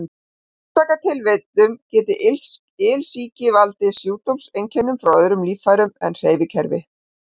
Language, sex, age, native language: Icelandic, female, 50-59, Icelandic